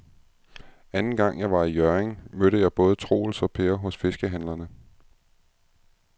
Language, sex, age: Danish, male, 36